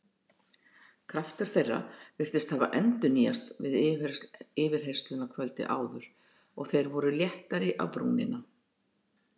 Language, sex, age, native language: Icelandic, female, 60-69, Icelandic